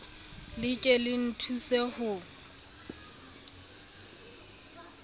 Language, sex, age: Southern Sotho, female, 25